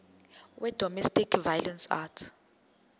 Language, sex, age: Zulu, female, 19